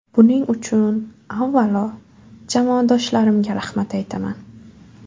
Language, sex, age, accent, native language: Uzbek, female, 18-24, Buxoro, Uzbek